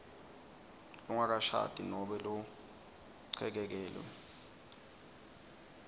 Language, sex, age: Swati, male, 19